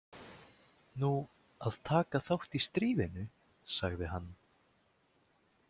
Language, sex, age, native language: Icelandic, male, 18-19, Icelandic